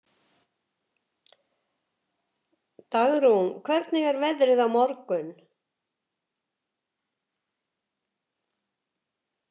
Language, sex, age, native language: Icelandic, female, 70-79, Icelandic